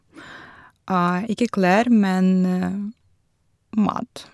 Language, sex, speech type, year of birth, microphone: Norwegian, female, spontaneous, 1982, Shure